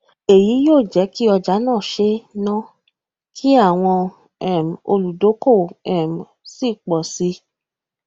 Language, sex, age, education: Yoruba, female, 15-29, tertiary